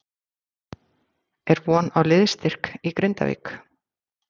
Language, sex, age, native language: Icelandic, female, 40-49, Icelandic